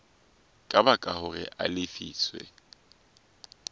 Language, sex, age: Southern Sotho, male, 20